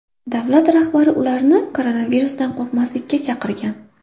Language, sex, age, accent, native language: Uzbek, female, 25-34, Buxoro, Uzbek